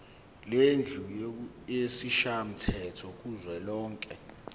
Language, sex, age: Zulu, male, 21